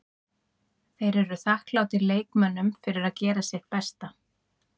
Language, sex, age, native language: Icelandic, female, 30-39, Icelandic